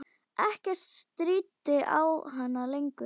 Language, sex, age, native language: Icelandic, female, 10, Icelandic